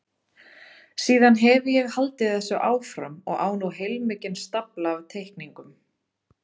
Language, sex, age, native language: Icelandic, female, 30-39, Icelandic